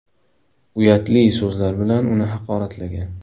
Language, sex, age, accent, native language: Uzbek, male, 18-24, Namangan, Uzbek